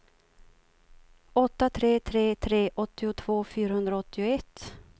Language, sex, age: Swedish, female, 52